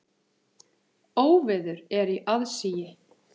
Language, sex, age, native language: Icelandic, male, 8, Icelandic